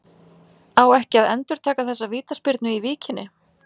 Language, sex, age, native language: Icelandic, female, 30-39, Icelandic